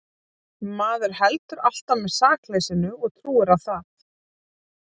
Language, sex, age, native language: Icelandic, female, 40-49, Icelandic